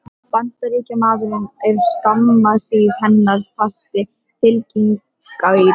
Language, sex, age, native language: Icelandic, female, 12, Icelandic